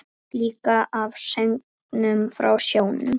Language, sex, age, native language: Icelandic, female, 8, Icelandic